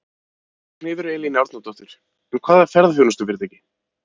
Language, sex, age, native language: Icelandic, male, 30-39, Icelandic